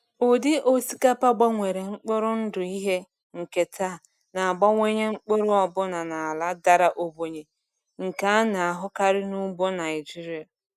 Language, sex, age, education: Igbo, female, 30-45, tertiary